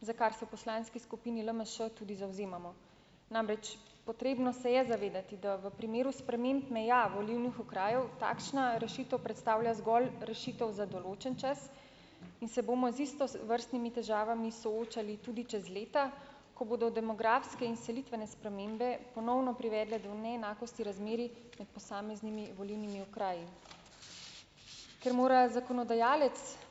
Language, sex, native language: Slovenian, female, Slovenian